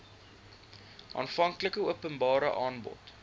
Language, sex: Afrikaans, male